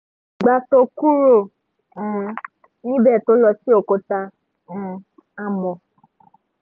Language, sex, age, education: Yoruba, female, 15-29, tertiary